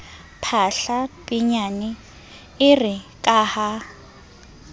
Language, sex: Southern Sotho, female